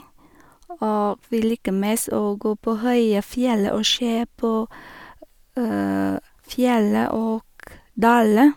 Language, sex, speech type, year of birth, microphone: Norwegian, female, spontaneous, 1973, Shure